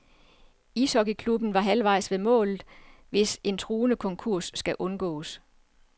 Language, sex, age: Danish, female, 47